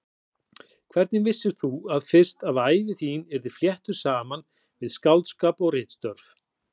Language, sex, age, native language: Icelandic, male, 40-49, Icelandic